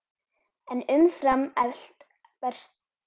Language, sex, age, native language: Icelandic, female, 10, Icelandic